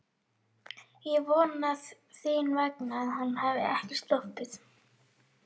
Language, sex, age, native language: Icelandic, female, 12, Icelandic